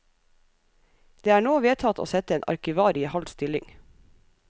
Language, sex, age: Norwegian, female, 37